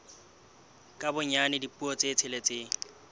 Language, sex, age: Southern Sotho, male, 21